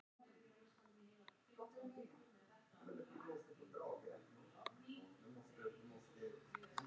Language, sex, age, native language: Icelandic, male, 50-59, Icelandic